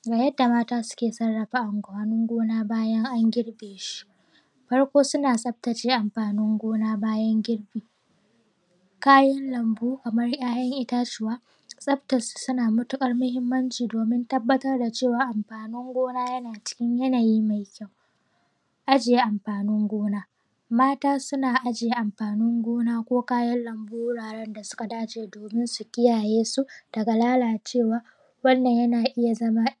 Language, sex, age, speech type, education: Hausa, female, 15-29, spontaneous, primary